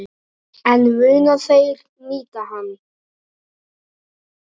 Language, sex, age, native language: Icelandic, male, 9, Icelandic